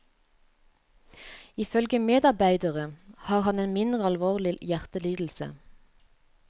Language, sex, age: Norwegian, female, 35